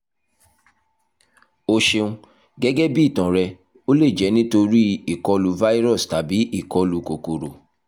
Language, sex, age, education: Yoruba, male, 30-45, tertiary